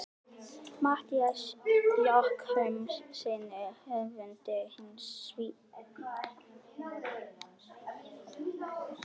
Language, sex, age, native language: Icelandic, female, 11, Icelandic